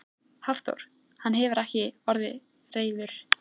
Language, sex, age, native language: Icelandic, female, 13, Icelandic